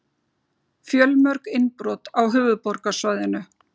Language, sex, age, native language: Icelandic, female, 40-49, Icelandic